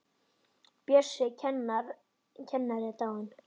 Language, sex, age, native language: Icelandic, male, 10, Icelandic